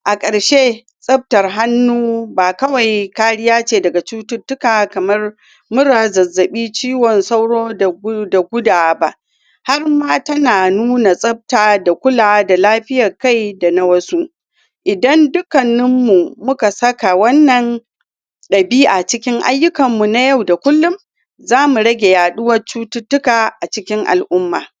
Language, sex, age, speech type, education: Hausa, female, 46-60, spontaneous, tertiary